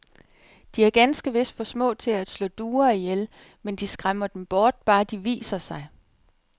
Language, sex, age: Danish, female, 37